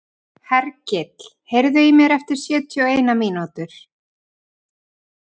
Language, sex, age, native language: Icelandic, female, 40-49, Icelandic